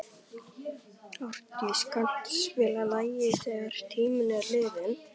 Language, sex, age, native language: Icelandic, male, 11, Icelandic